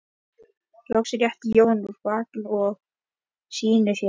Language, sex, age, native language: Icelandic, male, 11, Icelandic